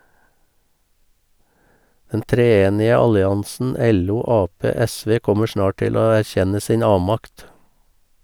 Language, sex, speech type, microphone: Norwegian, male, read, Sennheiser